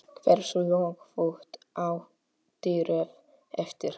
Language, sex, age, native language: Icelandic, male, 8, Polish